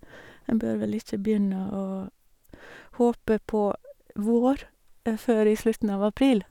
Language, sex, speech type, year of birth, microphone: Norwegian, female, spontaneous, 1962, Sennheiser